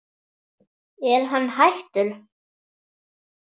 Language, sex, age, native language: Icelandic, male, 10, Icelandic